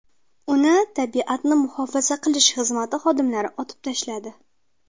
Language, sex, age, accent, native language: Uzbek, female, 19-29, Qashqadaryo, Uzbek